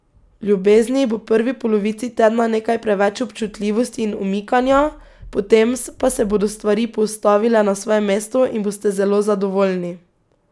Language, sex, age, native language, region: Slovenian, female, 18-29, Slovenian, Pomurje region